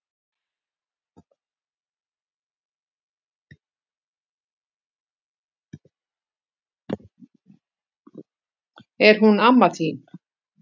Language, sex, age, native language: Icelandic, female, 50-59, Icelandic